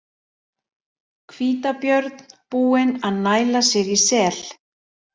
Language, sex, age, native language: Icelandic, male, 40-49, Icelandic